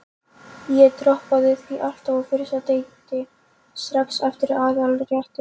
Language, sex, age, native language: Icelandic, female, 13, Polish